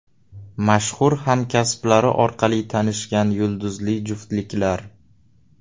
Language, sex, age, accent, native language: Uzbek, male, 18-24, Navoiy, Uzbek